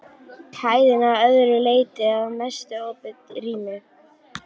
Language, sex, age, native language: Icelandic, female, 11, Icelandic